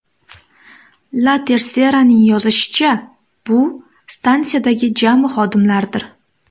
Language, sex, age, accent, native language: Uzbek, female, 18-24, Namangan, Uzbek